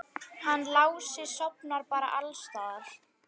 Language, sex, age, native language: Icelandic, female, 11, Icelandic